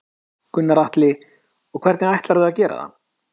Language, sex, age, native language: Icelandic, male, 30-39, Icelandic